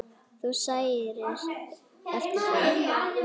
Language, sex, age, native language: Icelandic, male, 10, Icelandic